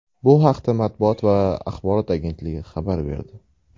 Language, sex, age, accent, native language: Uzbek, male, 19-29, Toshkent shahri, Uzbek